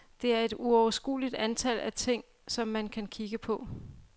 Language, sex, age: Danish, female, 35